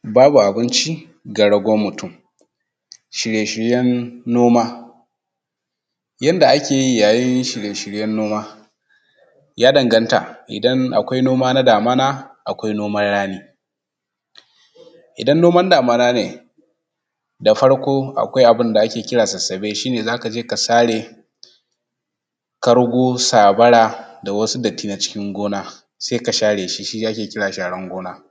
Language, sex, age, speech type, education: Hausa, male, 30-45, spontaneous, tertiary